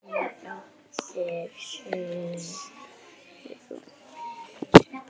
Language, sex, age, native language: Icelandic, female, 9, Icelandic